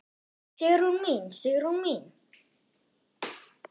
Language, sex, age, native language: Icelandic, female, 10, German